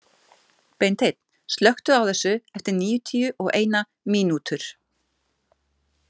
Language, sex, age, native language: Icelandic, female, 50-59, Icelandic